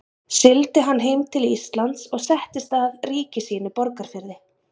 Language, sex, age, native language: Icelandic, female, 30-39, Icelandic